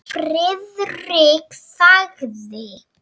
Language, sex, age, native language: Icelandic, female, 7, Icelandic